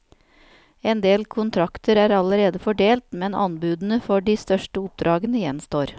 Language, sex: Norwegian, female